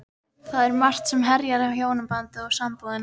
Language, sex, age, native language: Icelandic, female, 13, Icelandic